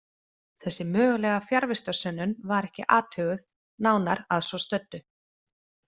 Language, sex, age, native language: Icelandic, female, 30-39, Icelandic